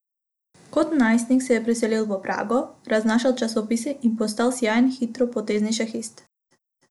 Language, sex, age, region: Slovenian, female, 18-29, Abroad